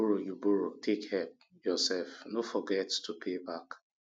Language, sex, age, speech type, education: Nigerian Pidgin, male, 30-45, spontaneous, tertiary